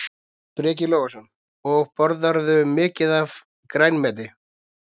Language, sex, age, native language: Icelandic, male, 30-39, Icelandic